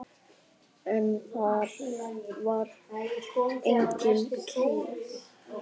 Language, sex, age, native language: Icelandic, male, 9, Icelandic